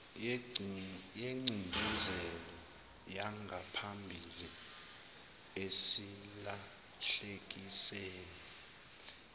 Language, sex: Zulu, male